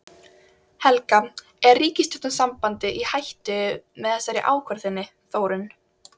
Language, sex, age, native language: Icelandic, female, 12, Icelandic